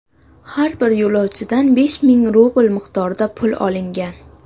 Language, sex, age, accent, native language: Uzbek, female, under 19, Qashqadaryo, Uzbek